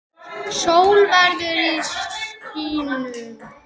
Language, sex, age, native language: Icelandic, male, 6, Icelandic